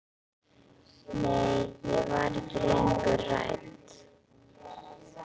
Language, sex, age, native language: Icelandic, female, 11, Icelandic